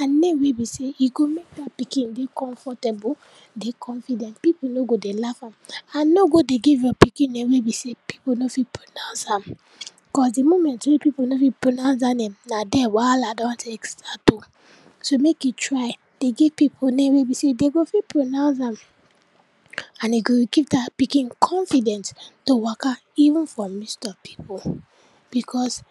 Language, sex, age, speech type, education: Nigerian Pidgin, female, 15-29, spontaneous, tertiary